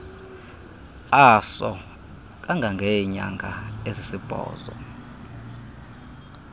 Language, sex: Xhosa, male